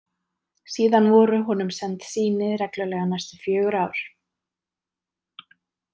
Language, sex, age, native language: Icelandic, female, 30-39, Icelandic